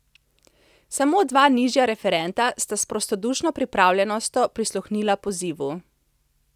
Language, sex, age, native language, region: Slovenian, female, 30-49, Slovenian, Central Slovenia